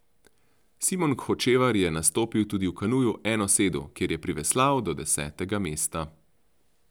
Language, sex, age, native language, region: Slovenian, male, 30-49, Slovenian, Central Slovenia